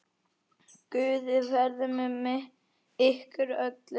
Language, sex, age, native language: Icelandic, male, 9, Icelandic